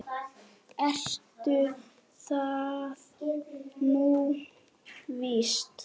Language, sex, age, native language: Icelandic, male, 6, Icelandic